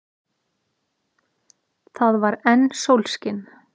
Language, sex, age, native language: Icelandic, female, 30-39, Icelandic